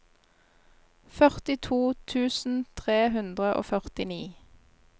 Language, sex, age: Norwegian, female, 26